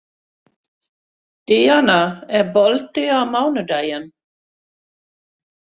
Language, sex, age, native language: Icelandic, female, 60-69, Swedish